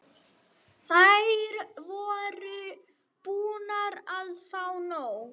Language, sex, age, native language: Icelandic, female, 30-39, Swedish